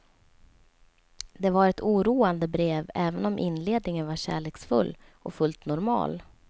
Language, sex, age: Swedish, female, 27